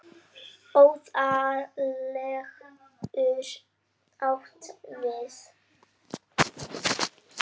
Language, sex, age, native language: Icelandic, female, 9, Icelandic